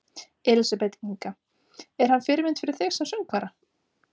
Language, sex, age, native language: Icelandic, female, 30-39, Icelandic